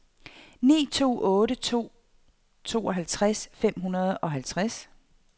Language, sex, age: Danish, female, 48